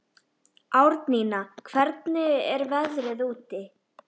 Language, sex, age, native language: Icelandic, female, 12, Icelandic